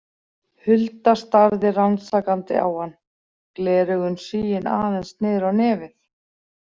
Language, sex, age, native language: Icelandic, female, 40-49, Icelandic